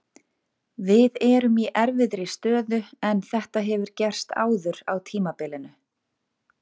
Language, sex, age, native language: Icelandic, female, 40-49, Icelandic